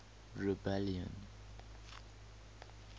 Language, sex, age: English, male, 18